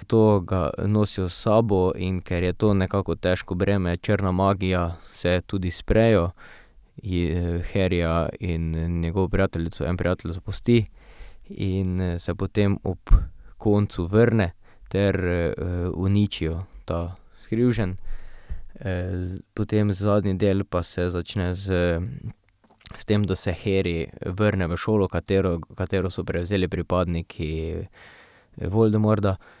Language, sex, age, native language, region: Slovenian, male, 18-29, Slovenian, Drava region